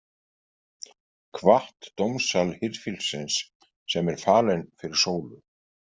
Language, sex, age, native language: Icelandic, male, 50-59, Icelandic